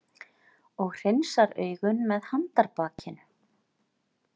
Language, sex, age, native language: Icelandic, female, 40-49, Icelandic